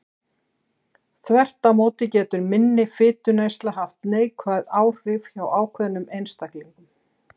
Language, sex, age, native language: Icelandic, female, 60-69, Icelandic